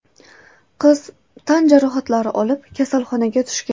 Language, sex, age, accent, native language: Uzbek, female, 18-24, Toshkent viloyati, Uzbek